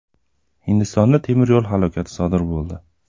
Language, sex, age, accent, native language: Uzbek, male, 25-34, Andijon, Uzbek